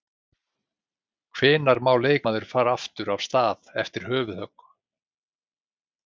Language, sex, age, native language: Icelandic, male, 60-69, Icelandic